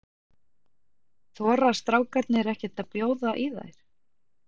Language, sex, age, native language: Icelandic, female, 40-49, Icelandic